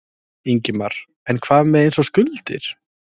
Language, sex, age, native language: Icelandic, male, 30-39, Icelandic